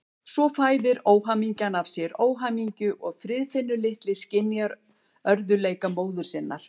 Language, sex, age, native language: Icelandic, female, 70-79, Icelandic